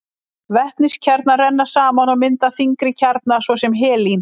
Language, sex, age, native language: Icelandic, female, 50-59, Icelandic